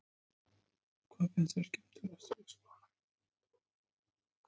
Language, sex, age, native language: Icelandic, male, 30-39, Icelandic